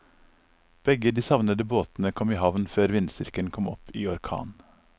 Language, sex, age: Norwegian, male, 39